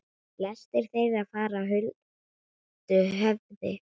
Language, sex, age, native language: Icelandic, female, 9, Icelandic